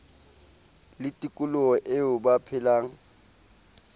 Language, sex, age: Southern Sotho, male, 30